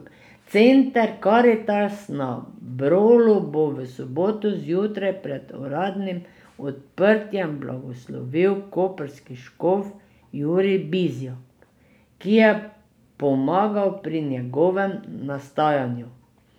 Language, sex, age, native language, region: Slovenian, female, 60+, Slovenian, Drava region